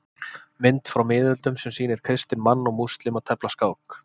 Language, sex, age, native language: Icelandic, male, 30-39, Icelandic